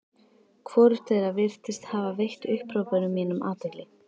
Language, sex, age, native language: Icelandic, female, 13, Icelandic